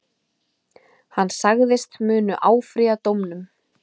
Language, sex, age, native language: Icelandic, female, 20-29, Icelandic